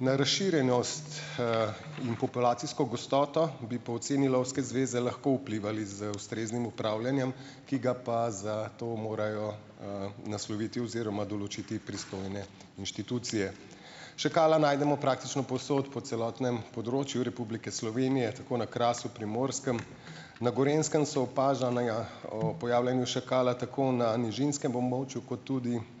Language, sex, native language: Slovenian, male, Slovenian